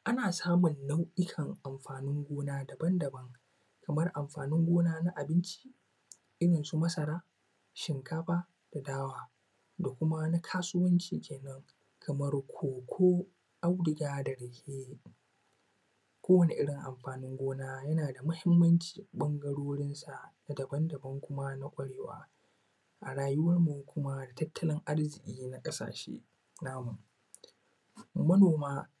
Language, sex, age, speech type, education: Hausa, male, 15-29, spontaneous, tertiary